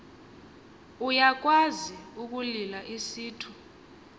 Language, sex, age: Xhosa, female, 22